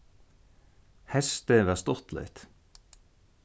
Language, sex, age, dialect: Faroese, male, 36-60, Norðurstreymoy/Eysturoy